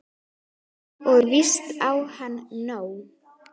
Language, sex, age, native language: Icelandic, female, 10, Icelandic